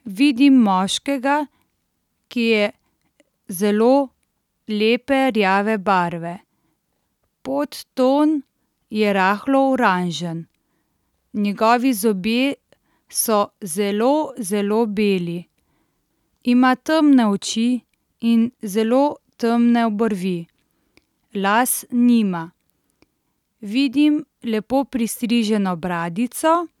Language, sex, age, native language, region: Slovenian, female, 30-49, Slovenian, Central Slovenia